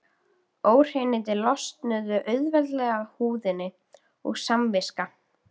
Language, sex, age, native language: Icelandic, female, 12, Icelandic